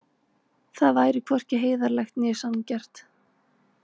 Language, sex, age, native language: Icelandic, female, 20-29, Icelandic